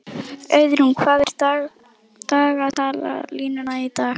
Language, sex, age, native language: Icelandic, female, 11, Icelandic